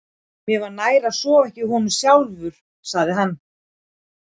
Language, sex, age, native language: Icelandic, female, 40-49, Icelandic